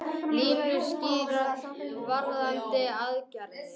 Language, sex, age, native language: Icelandic, other, 18-19, Icelandic